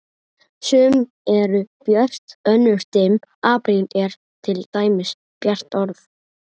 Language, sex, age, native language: Icelandic, female, 30-39, Icelandic